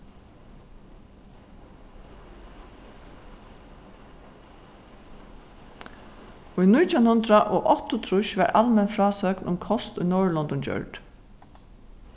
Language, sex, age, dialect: Faroese, female, 36-60, Suðurstreymoy